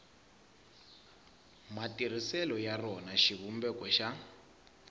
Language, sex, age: Tsonga, male, 20